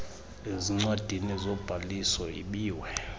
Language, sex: Xhosa, male